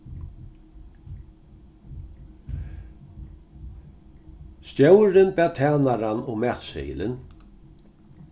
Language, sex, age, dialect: Faroese, male, 61+, Norðurstreymoy/Eysturoy